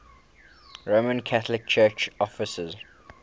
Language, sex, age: English, male, 19